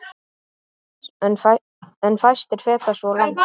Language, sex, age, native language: Icelandic, male, 8, Icelandic